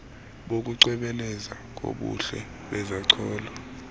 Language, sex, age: Xhosa, male, 33